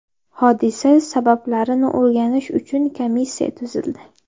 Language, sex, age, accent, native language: Uzbek, female, 12-17, Andijon, Uzbek